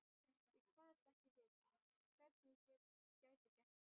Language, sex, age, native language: Icelandic, female, 12, Icelandic